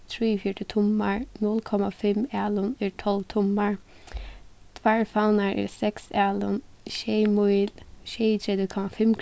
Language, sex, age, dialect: Faroese, female, 15-35, Suðuroy